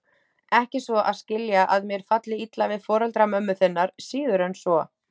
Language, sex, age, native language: Icelandic, female, 18-19, Icelandic